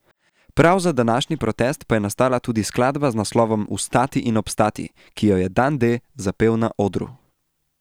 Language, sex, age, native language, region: Slovenian, male, 18-29, Slovenian, Central Slovenia